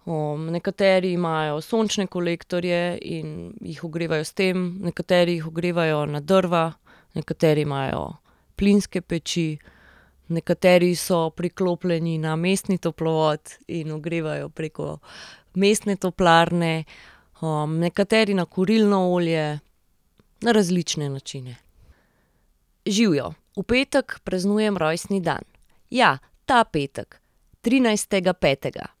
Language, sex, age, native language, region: Slovenian, female, 30-49, Slovenian, Central Slovenia